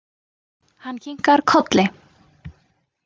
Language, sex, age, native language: Icelandic, female, 20-29, Icelandic